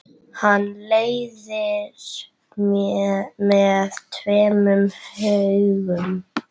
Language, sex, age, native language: Icelandic, female, 8, Icelandic